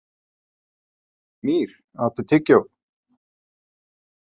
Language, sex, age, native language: Icelandic, male, 50-59, Icelandic